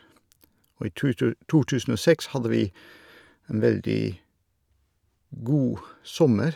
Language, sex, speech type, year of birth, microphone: Norwegian, male, spontaneous, 1962, Shure